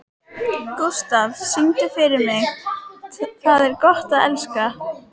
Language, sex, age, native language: Icelandic, female, 18-19, Icelandic